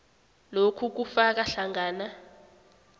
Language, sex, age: South Ndebele, female, 18